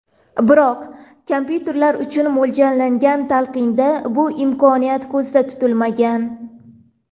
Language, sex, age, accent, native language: Uzbek, female, 18-24, Toshkent viloyati, Uzbek